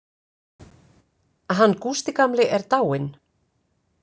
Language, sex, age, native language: Icelandic, female, 50-59, Icelandic